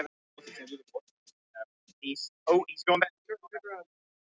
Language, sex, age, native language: Icelandic, male, 20-29, English